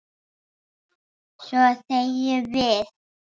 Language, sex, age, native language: Icelandic, male, 8, Icelandic